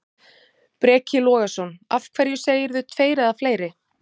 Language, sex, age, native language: Icelandic, female, 30-39, Icelandic